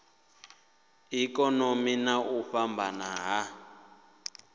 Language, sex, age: Venda, male, 28